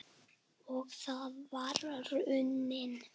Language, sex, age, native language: Icelandic, male, 10, Icelandic